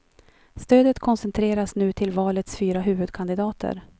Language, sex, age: Swedish, female, 43